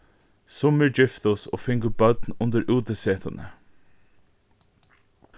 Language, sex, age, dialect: Faroese, male, 15-35, Norðurstreymoy/Eysturoy